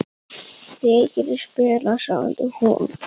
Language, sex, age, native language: Icelandic, male, 8, Icelandic